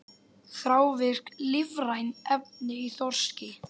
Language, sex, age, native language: Icelandic, male, 10, Icelandic